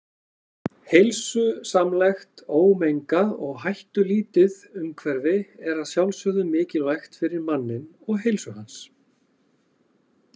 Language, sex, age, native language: Icelandic, male, 40-49, Icelandic